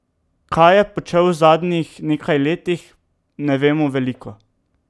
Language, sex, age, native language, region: Slovenian, male, 18-29, Slovenian, Drava region